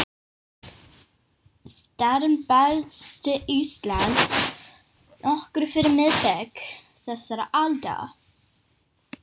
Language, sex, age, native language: Icelandic, female, 18-19, English